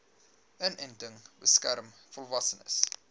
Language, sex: Afrikaans, male